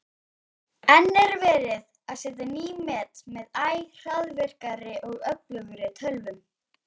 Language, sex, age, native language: Icelandic, female, 18-19, Icelandic